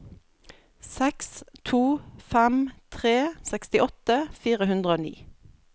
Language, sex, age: Norwegian, female, 32